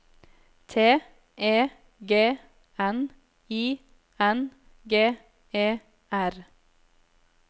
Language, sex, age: Norwegian, female, 26